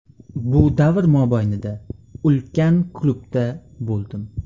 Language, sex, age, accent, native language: Uzbek, male, 18-24, Qashqadaryo, Uzbek